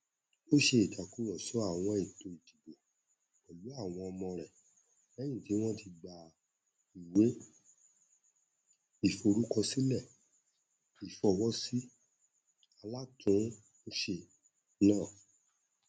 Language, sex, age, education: Yoruba, male, 30-45, tertiary